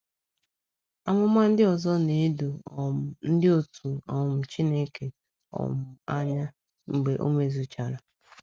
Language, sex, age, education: Igbo, female, 15-29, secondary